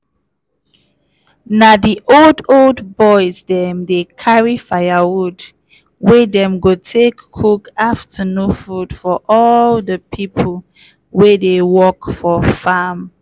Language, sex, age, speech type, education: Nigerian Pidgin, female, 15-29, spontaneous, tertiary